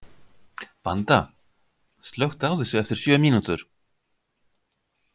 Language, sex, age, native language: Icelandic, male, 50-59, Icelandic